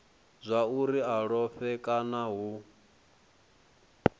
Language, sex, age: Venda, male, 23